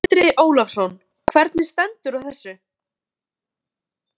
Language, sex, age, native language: Icelandic, female, 13, Icelandic